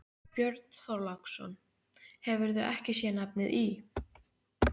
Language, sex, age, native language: Icelandic, female, 15, Icelandic